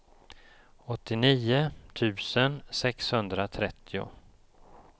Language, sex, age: Swedish, male, 54